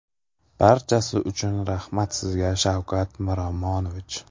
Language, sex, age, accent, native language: Uzbek, male, 18-24, Sirdaryo, Uzbek